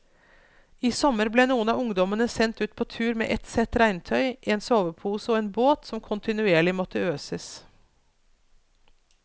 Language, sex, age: Norwegian, female, 42